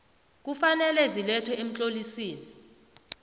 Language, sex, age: South Ndebele, female, 29